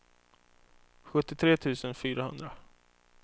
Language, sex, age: Swedish, male, 24